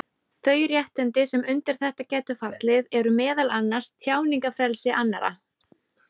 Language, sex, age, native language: Icelandic, female, 30-39, Icelandic